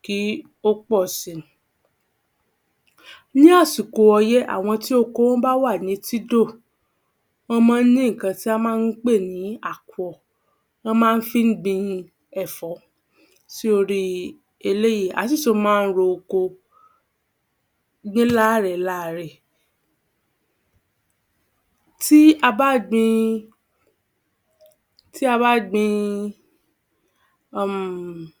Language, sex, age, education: Yoruba, female, 15-29, tertiary